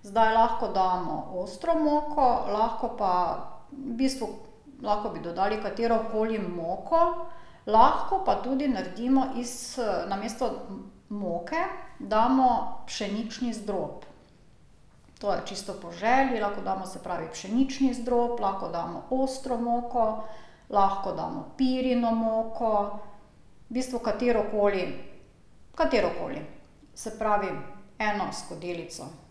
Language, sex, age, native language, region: Slovenian, female, 50-59, Slovenian, Drava region